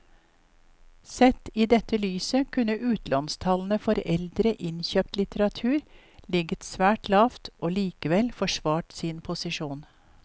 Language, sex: Norwegian, female